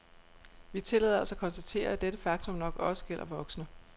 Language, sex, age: Danish, female, 36